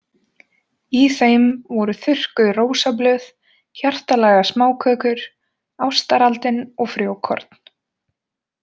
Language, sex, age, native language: Icelandic, female, 20-29, Icelandic